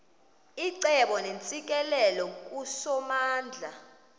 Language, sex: Xhosa, female